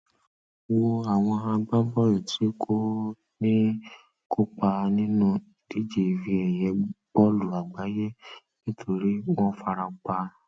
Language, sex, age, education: Yoruba, male, 30-45, secondary